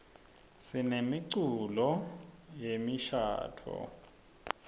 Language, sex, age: Swati, male, 26